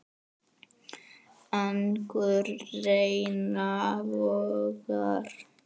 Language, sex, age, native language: Icelandic, female, 9, Icelandic